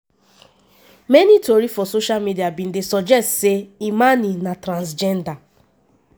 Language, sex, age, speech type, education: Nigerian Pidgin, female, 15-29, spontaneous, tertiary